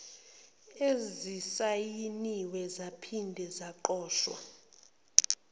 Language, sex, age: Zulu, female, 29